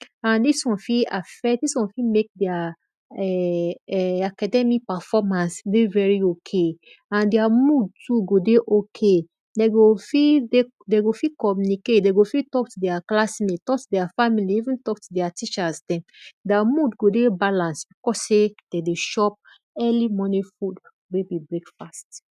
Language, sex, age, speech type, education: Nigerian Pidgin, female, 30-45, spontaneous, tertiary